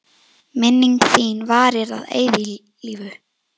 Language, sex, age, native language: Icelandic, female, 10, Icelandic